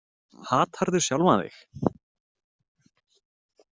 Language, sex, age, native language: Icelandic, male, 20-29, Icelandic